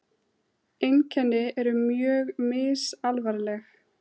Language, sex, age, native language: Icelandic, female, 30-39, Icelandic